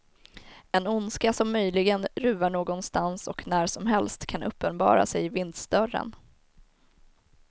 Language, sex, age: Swedish, female, 19